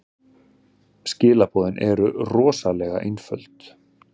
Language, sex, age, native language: Icelandic, male, 30-39, Icelandic